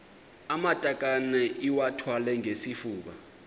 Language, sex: Xhosa, male